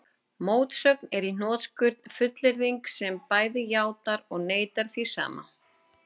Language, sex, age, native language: Icelandic, female, 30-39, Icelandic